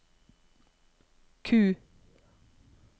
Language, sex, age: Norwegian, female, 32